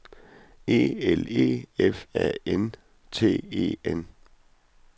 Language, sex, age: Danish, male, 41